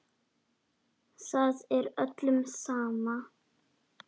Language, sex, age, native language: Icelandic, female, 10, Icelandic